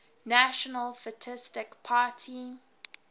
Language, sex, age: English, female, 20